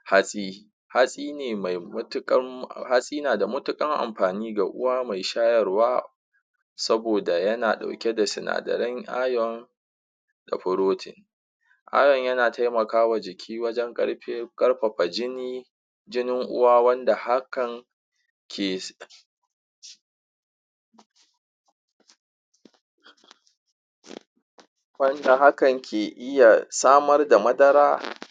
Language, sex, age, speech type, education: Hausa, male, 30-45, spontaneous, tertiary